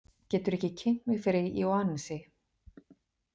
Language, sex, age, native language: Icelandic, female, 40-49, Icelandic